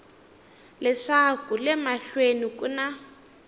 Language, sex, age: Tsonga, female, 19